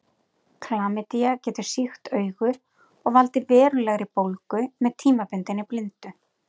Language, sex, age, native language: Icelandic, female, 40-49, Icelandic